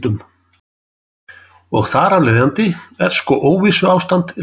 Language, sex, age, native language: Icelandic, male, 60-69, Icelandic